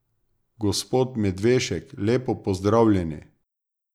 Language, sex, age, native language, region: Slovenian, male, 30-49, Slovenian, Drava region